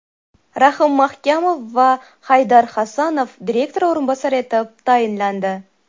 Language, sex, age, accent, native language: Uzbek, female, 19-29, Toshkent shahri, Uzbek